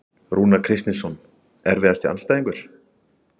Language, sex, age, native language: Icelandic, male, 30-39, Icelandic